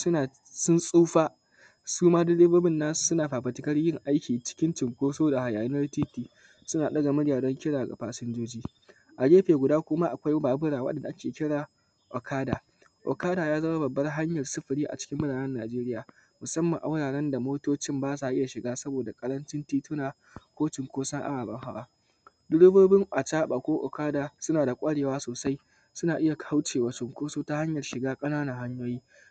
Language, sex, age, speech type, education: Hausa, male, 15-29, spontaneous, tertiary